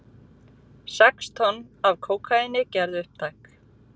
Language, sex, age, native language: Icelandic, female, 40-49, Icelandic